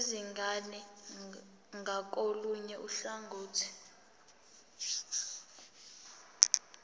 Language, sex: Zulu, female